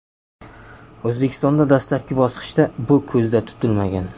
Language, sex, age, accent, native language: Uzbek, male, 25-34, Jizzax, Uzbek